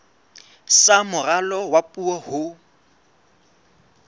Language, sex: Southern Sotho, female